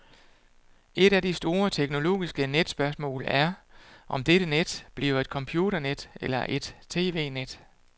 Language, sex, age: Danish, male, 48